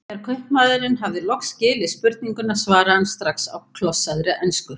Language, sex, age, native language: Icelandic, female, 50-59, Icelandic